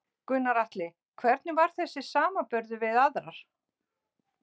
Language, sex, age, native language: Icelandic, female, 60-69, Icelandic